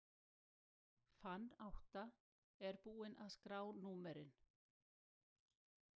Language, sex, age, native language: Icelandic, female, 60-69, Icelandic